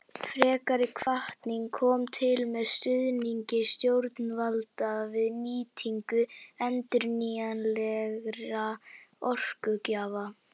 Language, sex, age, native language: Icelandic, female, 60-69, Icelandic